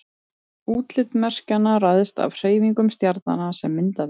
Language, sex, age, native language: Icelandic, female, 30-39, Icelandic